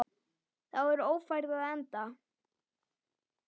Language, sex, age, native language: Icelandic, male, 9, Icelandic